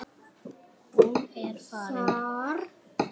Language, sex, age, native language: Icelandic, male, 6, Icelandic